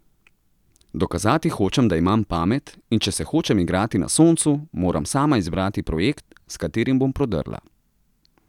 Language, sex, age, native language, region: Slovenian, male, 30-49, Slovenian, Central Slovenia